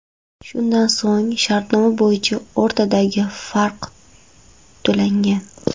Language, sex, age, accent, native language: Uzbek, female, 12-17, Andijon, Karakalpak